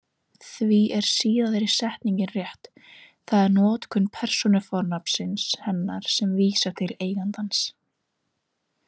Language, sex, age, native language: Icelandic, female, 18-19, Icelandic